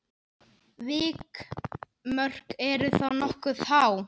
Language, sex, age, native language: Icelandic, male, 9, Icelandic